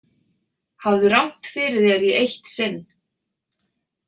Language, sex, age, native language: Icelandic, female, 40-49, Icelandic